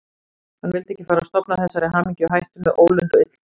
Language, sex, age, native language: Icelandic, female, 40-49, Icelandic